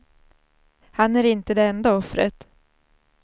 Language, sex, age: Swedish, female, 27